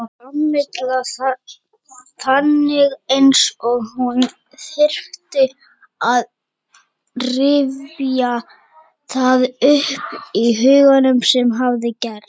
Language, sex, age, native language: Icelandic, male, 30-39, Icelandic